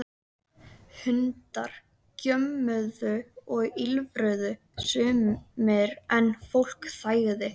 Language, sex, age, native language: Icelandic, female, 13, Icelandic